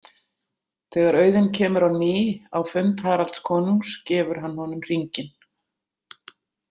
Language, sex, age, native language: Icelandic, female, 60-69, Icelandic